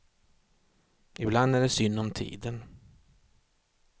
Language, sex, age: Swedish, male, 36